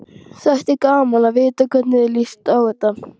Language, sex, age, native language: Icelandic, female, 12, Icelandic